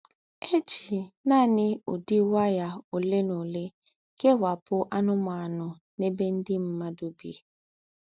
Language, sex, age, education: Igbo, female, 15-29, tertiary